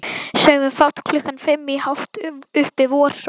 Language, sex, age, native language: Icelandic, female, 11, Icelandic